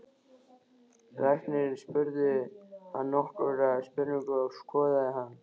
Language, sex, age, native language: Icelandic, male, 13, Icelandic